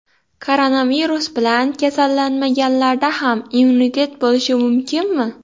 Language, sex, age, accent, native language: Uzbek, female, 18-24, Xorazm, Uzbek